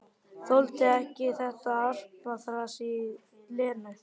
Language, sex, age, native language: Icelandic, male, 12, Icelandic